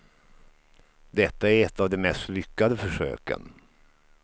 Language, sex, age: Swedish, male, 53